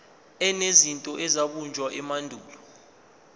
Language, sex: Zulu, male